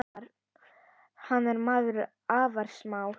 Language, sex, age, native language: Icelandic, female, 10, Icelandic